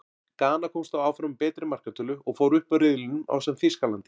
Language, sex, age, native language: Icelandic, male, 40-49, Icelandic